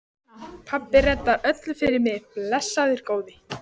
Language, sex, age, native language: Icelandic, female, 14, Icelandic